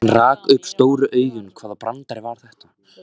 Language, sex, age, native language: Icelandic, male, 14, Icelandic